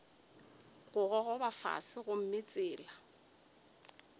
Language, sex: Northern Sotho, female